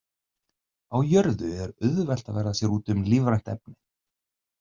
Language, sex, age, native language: Icelandic, male, 30-39, Icelandic